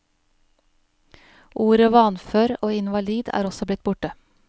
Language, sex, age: Norwegian, female, 41